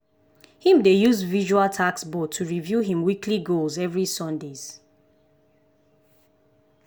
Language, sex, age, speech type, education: Nigerian Pidgin, female, 15-29, spontaneous, tertiary